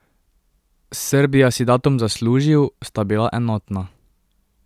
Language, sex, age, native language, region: Slovenian, male, 18-29, Slovenian, Drava region